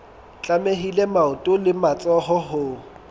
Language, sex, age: Southern Sotho, male, 22